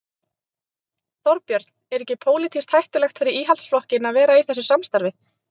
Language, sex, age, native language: Icelandic, male, 30-39, Icelandic